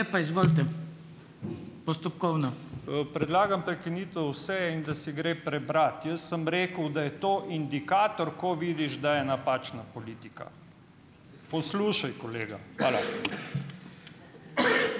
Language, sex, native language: Slovenian, male, Slovenian